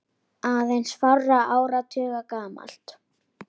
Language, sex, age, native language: Icelandic, female, 10, Icelandic